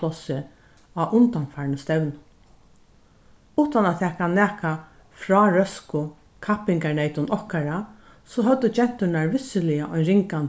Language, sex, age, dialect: Faroese, female, 61+, Norðurstreymoy/Eysturoy